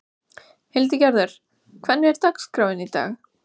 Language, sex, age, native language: Icelandic, female, 16, Icelandic